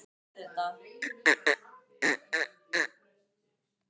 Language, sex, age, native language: Icelandic, male, 18-19, Icelandic